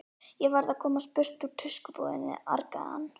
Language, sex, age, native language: Icelandic, female, 11, Icelandic